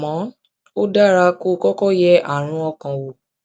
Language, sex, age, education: Yoruba, female, 15-29, tertiary